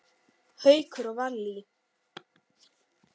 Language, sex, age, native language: Icelandic, male, 6, Icelandic